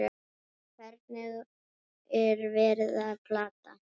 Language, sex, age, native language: Icelandic, female, 9, Icelandic